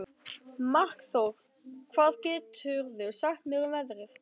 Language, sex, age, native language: Icelandic, male, 12, Icelandic